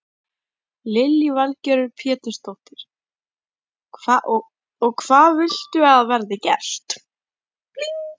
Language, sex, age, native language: Icelandic, female, 11, Icelandic